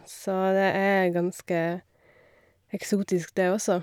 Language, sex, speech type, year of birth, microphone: Norwegian, female, spontaneous, 1990, Shure